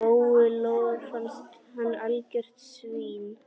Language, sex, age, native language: Icelandic, male, 10, Icelandic